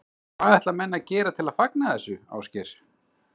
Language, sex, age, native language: Icelandic, male, 30-39, Icelandic